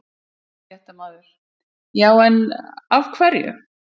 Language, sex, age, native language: Icelandic, female, 50-59, Icelandic